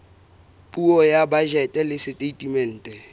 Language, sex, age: Southern Sotho, male, 22